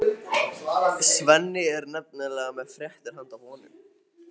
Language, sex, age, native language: Icelandic, male, 14, Icelandic